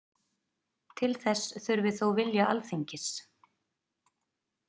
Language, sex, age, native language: Icelandic, female, 30-39, Icelandic